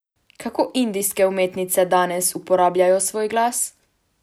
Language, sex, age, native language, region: Slovenian, female, 18-29, Slovenian, Savinja region